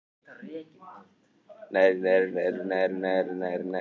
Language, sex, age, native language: Icelandic, male, 18-19, Icelandic